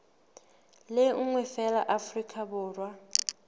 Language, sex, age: Southern Sotho, female, 19